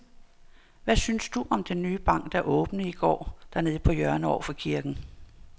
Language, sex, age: Danish, female, 59